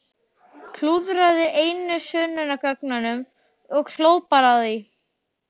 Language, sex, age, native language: Icelandic, male, 12, Icelandic